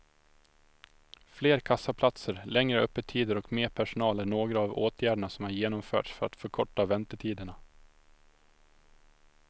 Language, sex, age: Swedish, male, 25